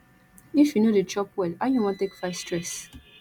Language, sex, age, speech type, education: Nigerian Pidgin, female, 15-29, spontaneous, tertiary